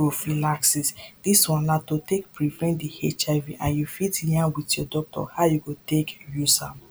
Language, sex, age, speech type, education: Nigerian Pidgin, female, 15-29, spontaneous, primary